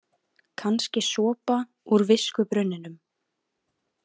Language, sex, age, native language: Icelandic, female, 18-19, Icelandic